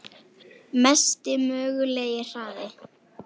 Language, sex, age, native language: Icelandic, female, 18-19, Icelandic